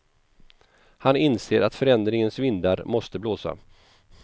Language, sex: Swedish, male